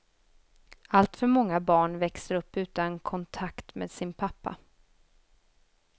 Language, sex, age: Swedish, female, 24